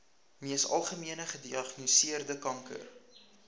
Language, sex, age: Afrikaans, male, 19